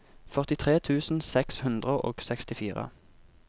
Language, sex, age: Norwegian, male, 24